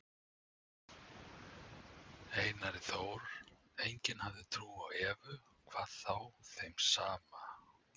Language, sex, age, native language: Icelandic, male, 60-69, Icelandic